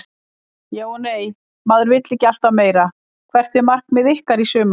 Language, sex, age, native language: Icelandic, female, 50-59, Icelandic